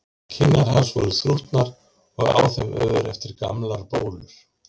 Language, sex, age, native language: Icelandic, male, 50-59, Icelandic